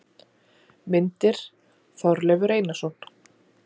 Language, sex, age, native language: Icelandic, female, 40-49, Icelandic